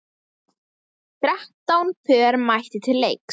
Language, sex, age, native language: Icelandic, female, 10, Icelandic